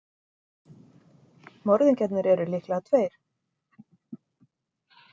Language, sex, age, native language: Icelandic, female, 40-49, Icelandic